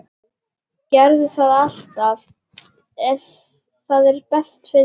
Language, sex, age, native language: Icelandic, female, 10, Icelandic